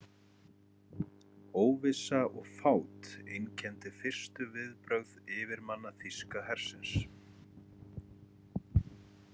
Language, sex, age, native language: Icelandic, male, 30-39, Icelandic